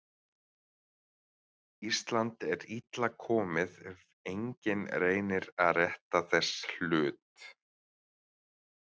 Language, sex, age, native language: Icelandic, male, 30-39, Icelandic